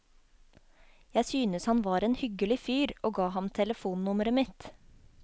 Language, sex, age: Norwegian, female, 24